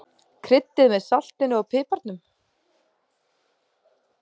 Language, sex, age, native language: Icelandic, female, 30-39, Icelandic